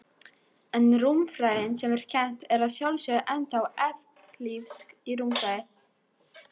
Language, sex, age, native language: Icelandic, female, 18-19, Icelandic